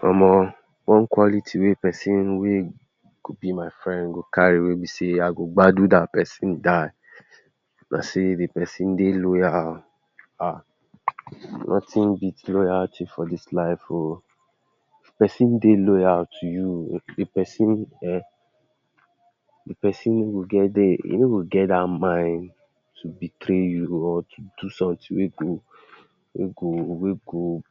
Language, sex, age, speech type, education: Nigerian Pidgin, male, 60+, spontaneous, tertiary